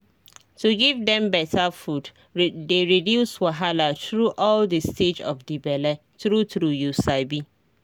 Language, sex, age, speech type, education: Nigerian Pidgin, female, 30-45, spontaneous, tertiary